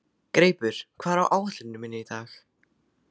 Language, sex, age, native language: Icelandic, male, 15, Icelandic